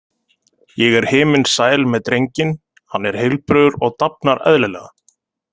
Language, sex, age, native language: Icelandic, male, 30-39, Icelandic